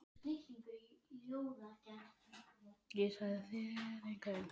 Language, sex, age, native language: Icelandic, male, 12, Icelandic